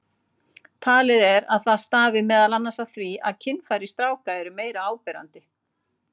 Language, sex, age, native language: Icelandic, female, 40-49, Icelandic